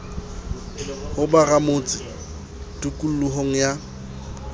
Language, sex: Southern Sotho, male